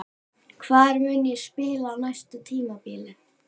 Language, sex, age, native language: Icelandic, female, 11, Icelandic